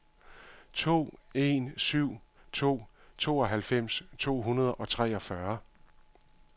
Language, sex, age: Danish, male, 51